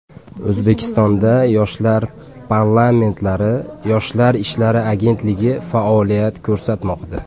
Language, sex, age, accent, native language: Uzbek, male, 25-34, Andijon, Uzbek